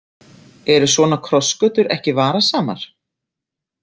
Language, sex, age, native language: Icelandic, female, 30-39, Icelandic